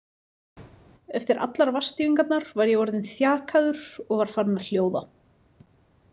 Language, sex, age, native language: Icelandic, female, 30-39, Icelandic